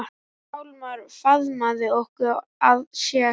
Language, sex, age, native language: Icelandic, male, 10, Icelandic